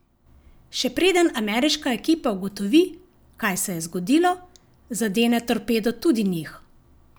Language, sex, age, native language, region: Slovenian, female, 50-59, Slovenian, Savinja region